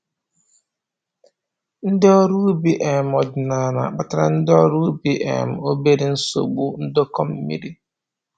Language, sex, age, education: Igbo, male, 15-29, tertiary